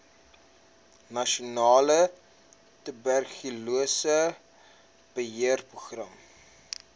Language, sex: Afrikaans, male